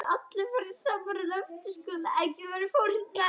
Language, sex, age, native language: Icelandic, male, 9, Icelandic